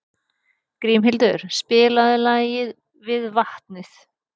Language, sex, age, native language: Icelandic, female, 30-39, Icelandic